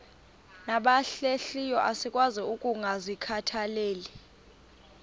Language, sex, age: Xhosa, female, 24